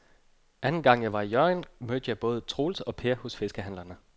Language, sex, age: Danish, male, 29